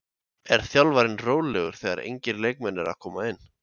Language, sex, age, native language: Icelandic, male, 20-29, Icelandic